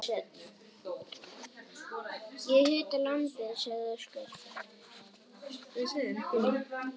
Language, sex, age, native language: Icelandic, male, 9, Icelandic